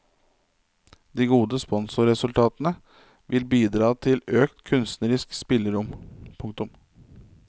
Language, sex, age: Norwegian, male, 27